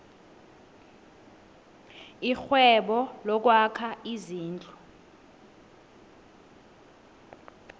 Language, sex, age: South Ndebele, female, 20